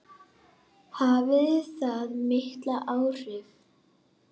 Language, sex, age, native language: Icelandic, female, 8, Icelandic